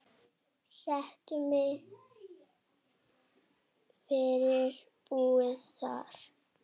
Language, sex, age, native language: Icelandic, female, 7, Icelandic